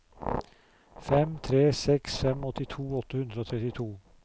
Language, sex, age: Norwegian, male, 44